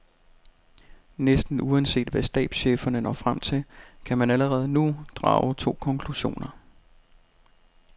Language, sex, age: Danish, male, 32